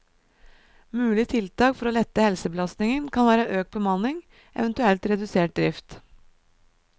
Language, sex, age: Norwegian, female, 37